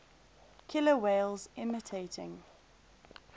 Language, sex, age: English, female, 22